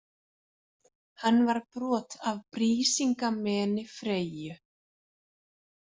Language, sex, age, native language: Icelandic, female, 40-49, Icelandic